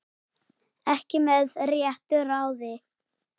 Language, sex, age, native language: Icelandic, male, 8, Icelandic